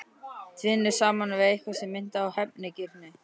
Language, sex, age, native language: Icelandic, male, 12, Icelandic